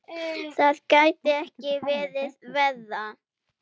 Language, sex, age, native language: Icelandic, female, 7, Icelandic